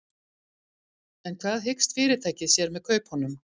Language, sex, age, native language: Icelandic, female, 50-59, Icelandic